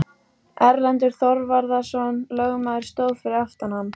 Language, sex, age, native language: Icelandic, female, 14, Icelandic